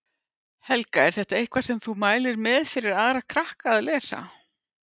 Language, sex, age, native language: Icelandic, female, 50-59, Icelandic